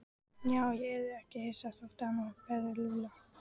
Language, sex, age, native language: Icelandic, female, 14, Icelandic